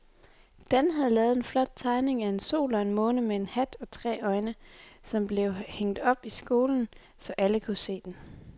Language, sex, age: Danish, female, 23